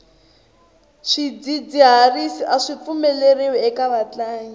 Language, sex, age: Tsonga, female, 22